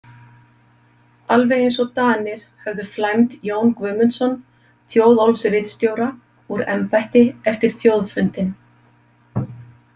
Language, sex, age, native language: Icelandic, female, 50-59, Icelandic